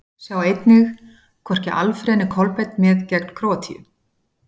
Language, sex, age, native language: Icelandic, female, 40-49, Icelandic